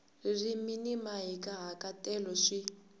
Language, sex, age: Tsonga, female, 18